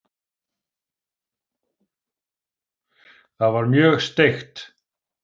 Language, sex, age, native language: Icelandic, male, 50-59, Icelandic